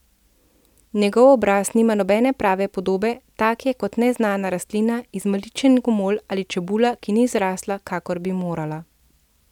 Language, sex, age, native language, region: Slovenian, female, 30-49, Slovenian, Central Slovenia